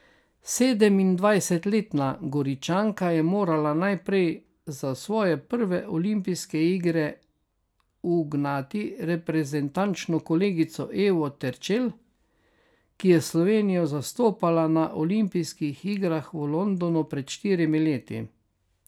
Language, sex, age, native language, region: Slovenian, male, 60+, Slovenian, Carinthia region